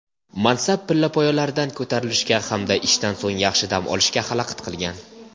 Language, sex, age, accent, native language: Uzbek, male, 19-29, Namangan, Uzbek